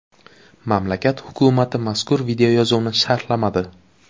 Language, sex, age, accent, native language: Uzbek, male, 18-24, Buxoro, Uzbek